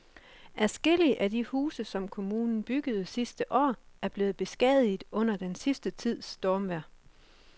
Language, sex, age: Danish, female, 24